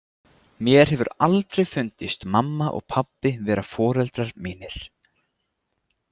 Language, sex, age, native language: Icelandic, male, 20-29, Icelandic